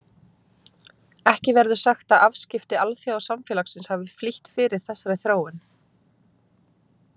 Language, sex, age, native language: Icelandic, female, 20-29, Icelandic